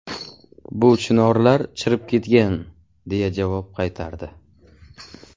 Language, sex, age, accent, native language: Uzbek, male, 25-34, Navoiy, Uzbek